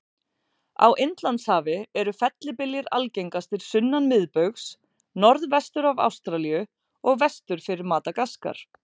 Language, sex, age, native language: Icelandic, female, 40-49, Icelandic